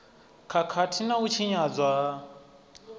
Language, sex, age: Venda, male, 25